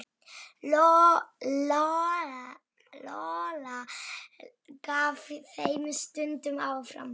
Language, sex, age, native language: Icelandic, female, 7, Polish